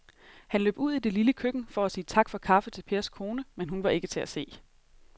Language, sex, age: Danish, female, 30